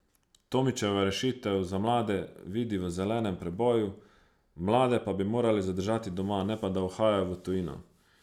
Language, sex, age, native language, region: Slovenian, male, 30-49, Slovenian, Savinja region